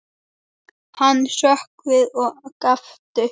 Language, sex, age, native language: Icelandic, male, 8, Icelandic